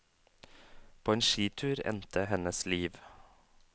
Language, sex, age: Norwegian, male, 27